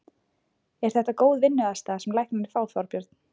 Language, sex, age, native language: Icelandic, female, 20-29, Icelandic